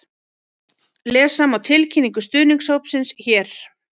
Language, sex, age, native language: Icelandic, female, 40-49, Icelandic